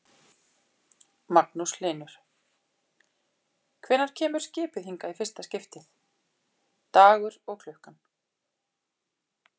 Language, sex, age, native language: Icelandic, female, 40-49, Icelandic